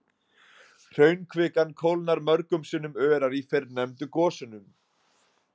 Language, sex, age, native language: Icelandic, male, 20-29, Icelandic